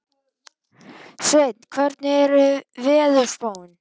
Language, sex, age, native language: Icelandic, male, 12, Icelandic